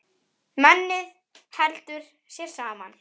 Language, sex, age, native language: Icelandic, female, 8, Icelandic